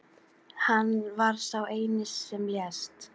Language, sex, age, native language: Icelandic, female, 40-49, Icelandic